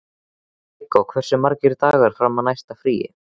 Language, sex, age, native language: Icelandic, male, 13, Icelandic